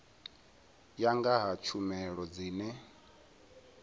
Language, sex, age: Venda, male, 22